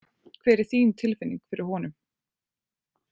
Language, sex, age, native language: Icelandic, female, 20-29, Icelandic